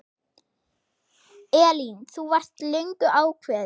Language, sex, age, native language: Icelandic, male, 6, Icelandic